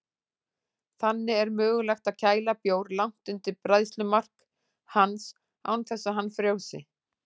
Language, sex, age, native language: Icelandic, female, 40-49, Icelandic